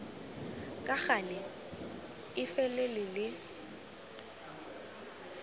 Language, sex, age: Tswana, female, 19